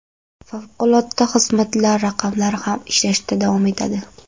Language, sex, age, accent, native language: Uzbek, female, 12-17, Andijon, Karakalpak